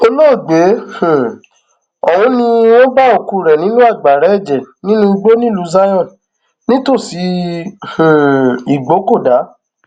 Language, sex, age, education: Yoruba, male, 15-29, tertiary